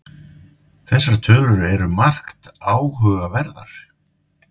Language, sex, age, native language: Icelandic, male, 50-59, Icelandic